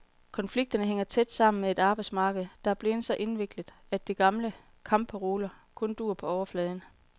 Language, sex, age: Danish, female, 40